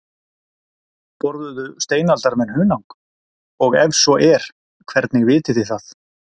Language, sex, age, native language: Icelandic, male, 40-49, Icelandic